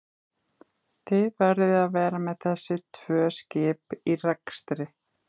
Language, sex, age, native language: Icelandic, female, 30-39, Icelandic